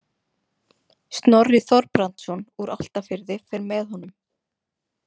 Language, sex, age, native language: Icelandic, female, 20-29, Icelandic